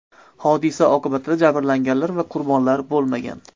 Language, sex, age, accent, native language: Uzbek, male, 25-34, Andijon, Uzbek